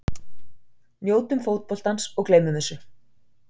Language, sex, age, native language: Icelandic, female, 40-49, Icelandic